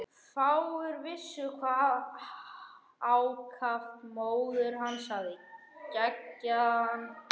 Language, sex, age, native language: Icelandic, male, 11, Icelandic